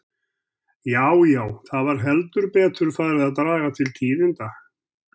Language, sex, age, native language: Icelandic, male, 70-79, Icelandic